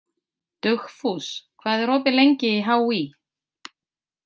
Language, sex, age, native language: Icelandic, female, 50-59, Icelandic